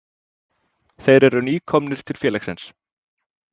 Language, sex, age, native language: Icelandic, male, 20-29, Icelandic